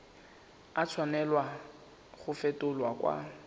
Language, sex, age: Tswana, male, 19